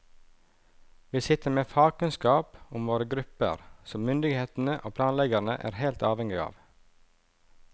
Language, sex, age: Norwegian, male, 37